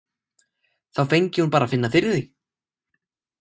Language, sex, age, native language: Icelandic, male, 18-19, Icelandic